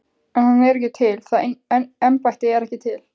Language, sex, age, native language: Icelandic, female, 15, Icelandic